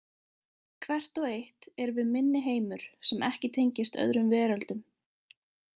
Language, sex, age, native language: Icelandic, female, 20-29, Icelandic